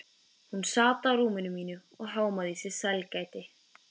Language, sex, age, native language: Icelandic, female, 14, Icelandic